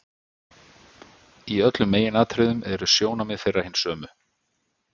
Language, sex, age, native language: Icelandic, male, 50-59, Icelandic